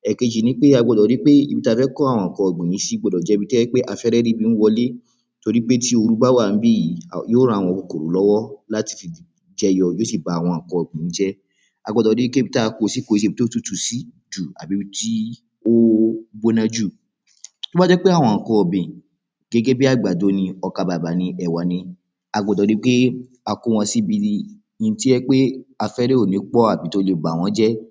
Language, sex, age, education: Yoruba, male, 15-29, primary